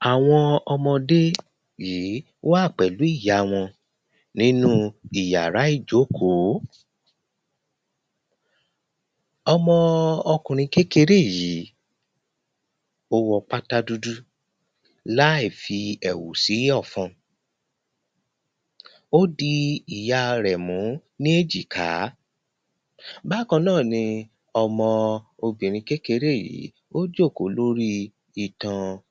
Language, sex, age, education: Yoruba, male, 30-45, primary